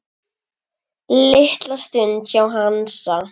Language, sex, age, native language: Icelandic, female, 10, Icelandic